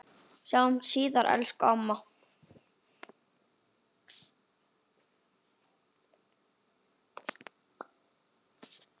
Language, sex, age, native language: Icelandic, male, 9, Icelandic